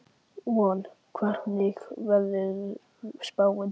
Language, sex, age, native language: Icelandic, male, 11, Icelandic